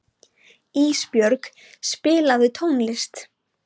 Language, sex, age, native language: Icelandic, female, 20-29, Icelandic